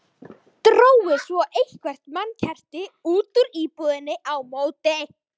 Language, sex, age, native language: Icelandic, female, 12, Icelandic